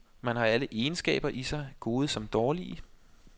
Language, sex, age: Danish, male, 25